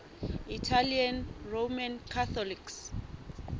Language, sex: Southern Sotho, female